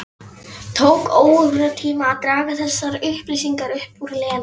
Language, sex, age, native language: Icelandic, female, 11, Polish